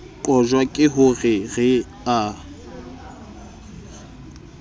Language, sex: Southern Sotho, male